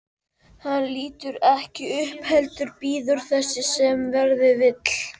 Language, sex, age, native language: Icelandic, male, 12, Icelandic